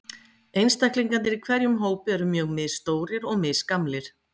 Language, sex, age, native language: Icelandic, female, 50-59, Icelandic